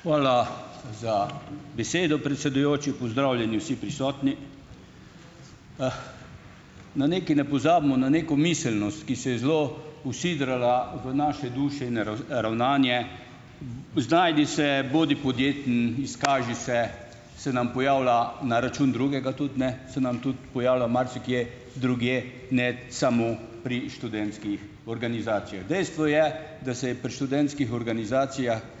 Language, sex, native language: Slovenian, male, Slovenian